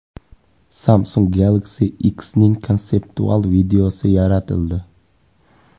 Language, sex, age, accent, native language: Uzbek, male, 25-34, Andijon, Uzbek